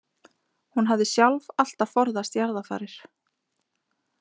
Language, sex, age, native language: Icelandic, female, 20-29, Icelandic